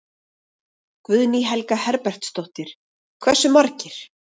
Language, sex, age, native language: Icelandic, female, 30-39, Icelandic